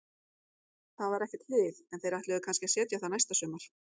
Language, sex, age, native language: Icelandic, female, 40-49, Icelandic